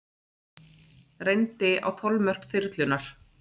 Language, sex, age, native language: Icelandic, female, 30-39, Icelandic